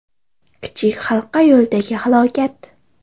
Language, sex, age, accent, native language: Uzbek, female, 18-24, Qoraqalpog'iston, Karakalpak